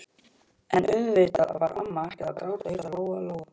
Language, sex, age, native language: Icelandic, male, 12, Icelandic